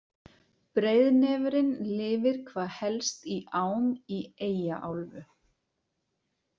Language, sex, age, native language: Icelandic, female, 40-49, Icelandic